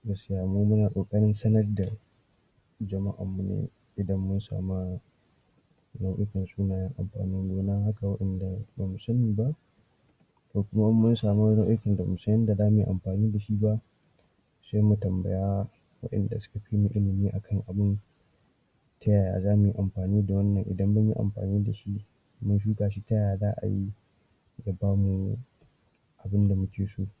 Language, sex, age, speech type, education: Hausa, male, 46-60, spontaneous, tertiary